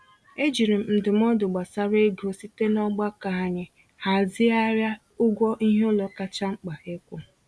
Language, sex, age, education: Igbo, female, 30-45, tertiary